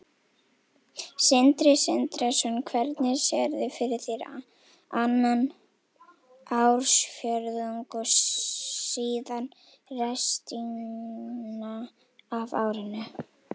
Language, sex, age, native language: Icelandic, female, 18-19, Icelandic